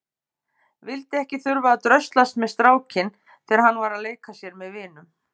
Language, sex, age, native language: Icelandic, female, 50-59, Icelandic